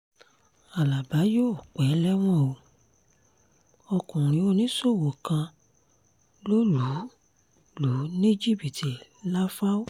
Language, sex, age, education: Yoruba, female, 30-45, tertiary